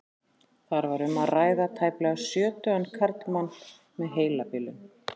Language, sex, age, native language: Icelandic, female, 40-49, Icelandic